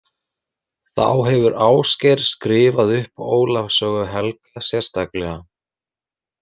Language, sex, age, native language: Icelandic, male, 30-39, Icelandic